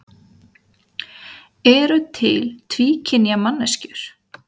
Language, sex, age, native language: Icelandic, female, 30-39, Icelandic